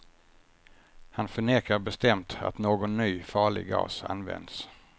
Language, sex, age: Swedish, male, 50